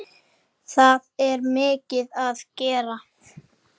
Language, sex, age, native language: Icelandic, male, 8, Icelandic